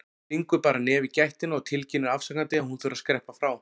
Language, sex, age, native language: Icelandic, male, 40-49, Icelandic